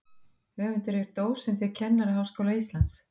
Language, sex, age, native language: Icelandic, female, 50-59, Icelandic